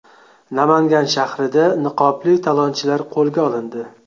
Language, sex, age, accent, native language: Uzbek, male, 25-34, Xorazm, Uzbek